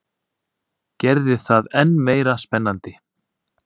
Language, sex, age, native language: Icelandic, male, 30-39, Icelandic